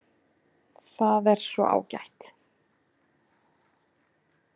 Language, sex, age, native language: Icelandic, female, 20-29, Icelandic